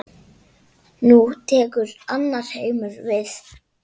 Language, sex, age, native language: Icelandic, male, 7, Icelandic